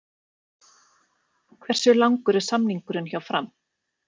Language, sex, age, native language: Icelandic, female, 40-49, Icelandic